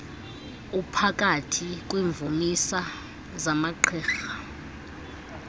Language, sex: Xhosa, female